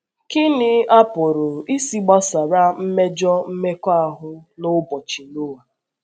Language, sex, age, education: Igbo, female, 15-29, secondary